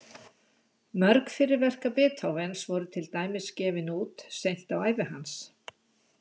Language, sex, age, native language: Icelandic, female, 60-69, Icelandic